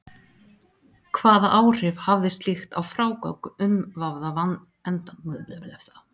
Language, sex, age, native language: Icelandic, female, 40-49, Icelandic